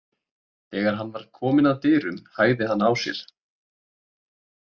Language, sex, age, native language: Icelandic, male, 20-29, Icelandic